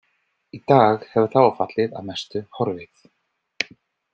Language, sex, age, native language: Icelandic, male, 30-39, English